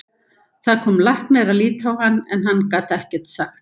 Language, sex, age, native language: Icelandic, female, 70-79, Icelandic